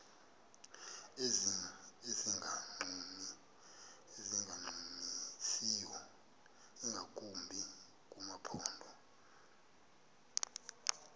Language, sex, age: Xhosa, male, 23